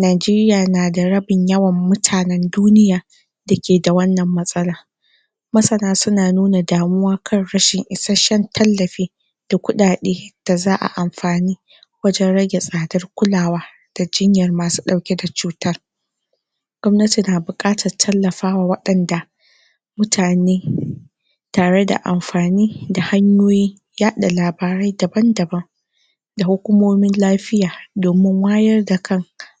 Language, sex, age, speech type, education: Hausa, female, 46-60, spontaneous, secondary